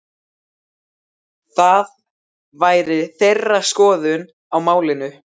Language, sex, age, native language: Icelandic, male, 12, Icelandic